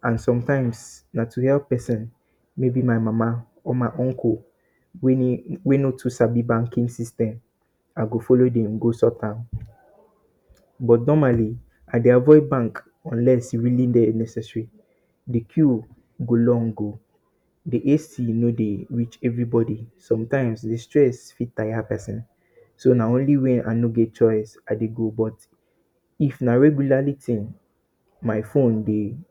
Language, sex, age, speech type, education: Nigerian Pidgin, male, 30-45, spontaneous, tertiary